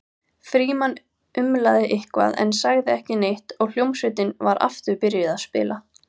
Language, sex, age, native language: Icelandic, female, 18-19, Icelandic